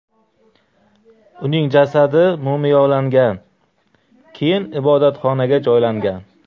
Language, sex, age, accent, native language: Uzbek, male, 35+, Qashqadaryo, Uzbek